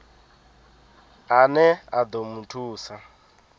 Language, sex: Venda, male